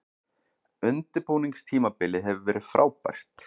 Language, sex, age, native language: Icelandic, male, 40-49, Icelandic